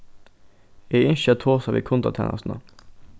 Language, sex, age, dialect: Faroese, male, 15-35, Norðurstreymoy/Eysturoy